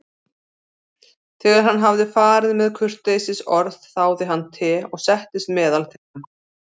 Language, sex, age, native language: Icelandic, female, 40-49, Icelandic